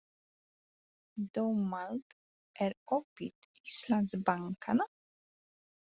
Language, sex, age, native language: Icelandic, female, 40-49, Polish